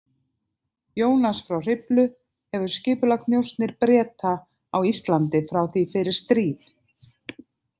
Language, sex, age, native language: Icelandic, other, 50-59, Icelandic